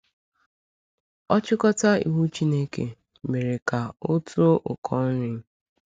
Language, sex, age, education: Igbo, female, 15-29, secondary